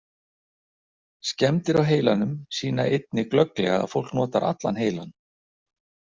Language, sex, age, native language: Icelandic, male, 60-69, Icelandic